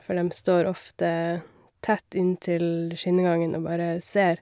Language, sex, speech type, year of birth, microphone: Norwegian, female, spontaneous, 1990, Shure